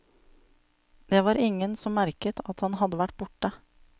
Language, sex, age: Norwegian, female, 35